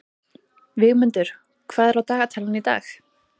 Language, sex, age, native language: Icelandic, female, 30-39, Icelandic